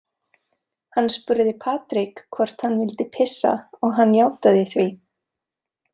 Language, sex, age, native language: Icelandic, female, 20-29, Serbo-Croatian